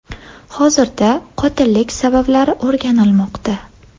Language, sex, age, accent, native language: Uzbek, female, 18-24, Andijon, Uzbek